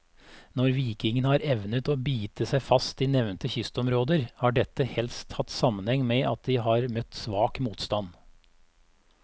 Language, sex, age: Norwegian, male, 34